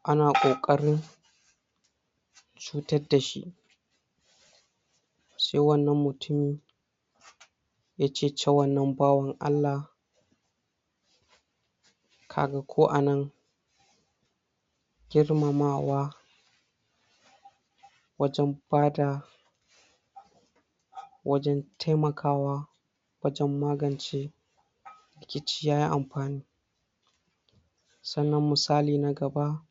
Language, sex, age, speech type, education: Hausa, male, 60+, spontaneous, tertiary